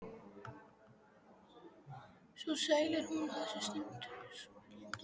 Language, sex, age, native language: Icelandic, female, 12, Icelandic